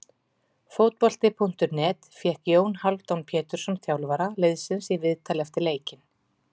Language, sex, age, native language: Icelandic, female, 40-49, Icelandic